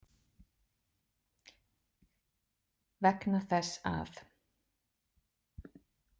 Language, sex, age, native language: Icelandic, female, 40-49, Icelandic